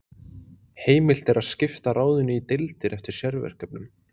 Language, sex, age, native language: Icelandic, male, 20-29, Icelandic